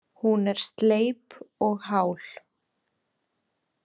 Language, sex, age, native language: Icelandic, female, 20-29, Icelandic